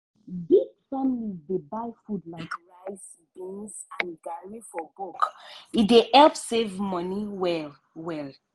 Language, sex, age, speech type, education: Nigerian Pidgin, female, 30-45, spontaneous, secondary